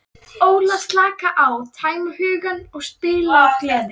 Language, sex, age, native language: Icelandic, female, 13, Icelandic